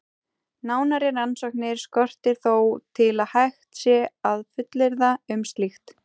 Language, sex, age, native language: Icelandic, female, 30-39, Icelandic